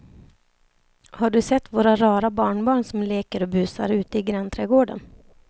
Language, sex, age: Swedish, female, 28